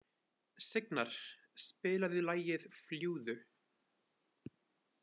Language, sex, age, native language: Icelandic, male, 20-29, Icelandic